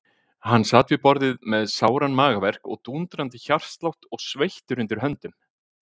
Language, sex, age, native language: Icelandic, male, 50-59, Icelandic